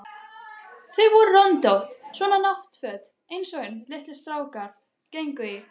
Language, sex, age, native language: Icelandic, other, 12, Icelandic